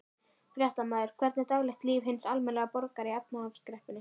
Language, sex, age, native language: Icelandic, female, 13, Icelandic